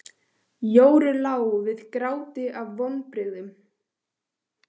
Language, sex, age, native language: Icelandic, female, 15, Icelandic